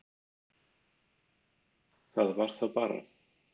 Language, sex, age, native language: Icelandic, male, 30-39, Icelandic